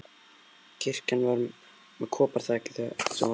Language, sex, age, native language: Icelandic, male, 11, Icelandic